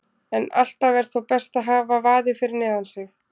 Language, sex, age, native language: Icelandic, female, 20-29, Icelandic